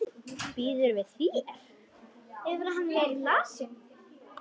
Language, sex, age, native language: Icelandic, female, 10, Icelandic